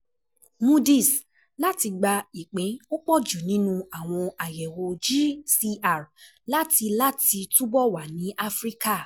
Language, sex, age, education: Yoruba, female, 15-29, tertiary